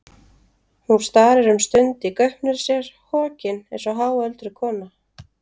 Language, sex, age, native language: Icelandic, female, 30-39, Icelandic